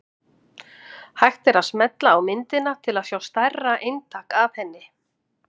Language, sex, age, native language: Icelandic, female, 50-59, Icelandic